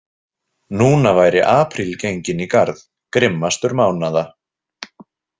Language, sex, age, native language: Icelandic, male, 20-29, Icelandic